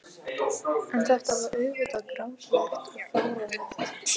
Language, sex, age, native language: Icelandic, female, 14, Icelandic